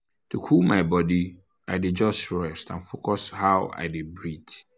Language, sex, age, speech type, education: Nigerian Pidgin, male, 15-29, spontaneous, tertiary